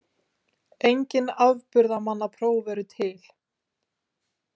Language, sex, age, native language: Icelandic, female, 18-19, Icelandic